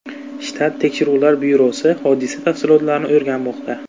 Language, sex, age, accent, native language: Uzbek, male, 25-34, Buxoro, Uzbek